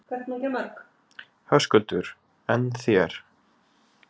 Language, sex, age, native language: Icelandic, male, 20-29, Icelandic